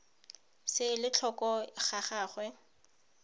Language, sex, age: Tswana, female, 31